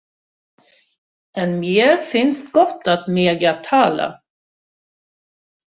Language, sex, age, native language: Icelandic, female, 60-69, Swedish